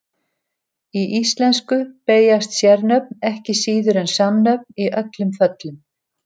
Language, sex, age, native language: Icelandic, female, 70-79, Icelandic